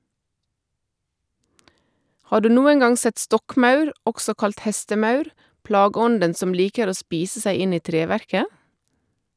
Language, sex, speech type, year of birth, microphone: Norwegian, female, read, 1972, Shure